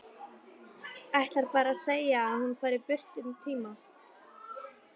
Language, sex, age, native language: Icelandic, female, 12, Icelandic